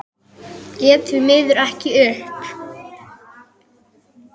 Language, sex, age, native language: Icelandic, female, 8, Icelandic